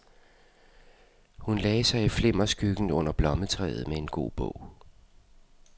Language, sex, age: Danish, male, 52